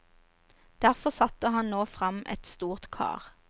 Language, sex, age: Norwegian, female, 29